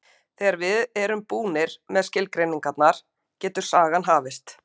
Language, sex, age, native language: Icelandic, female, 50-59, Icelandic